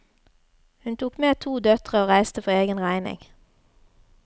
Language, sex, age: Norwegian, female, 33